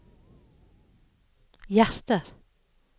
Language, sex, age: Norwegian, female, 57